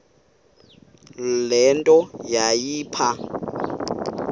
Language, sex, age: Xhosa, male, 18